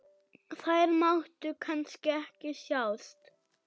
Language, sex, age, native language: Icelandic, male, 8, German